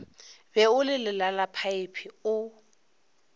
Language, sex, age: Northern Sotho, female, 24